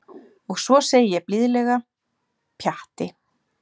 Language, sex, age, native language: Icelandic, female, 30-39, Icelandic